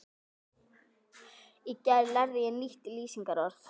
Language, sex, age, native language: Icelandic, female, 12, Icelandic